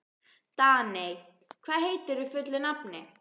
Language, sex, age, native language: Icelandic, female, 12, Icelandic